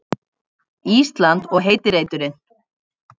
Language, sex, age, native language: Icelandic, female, 50-59, Icelandic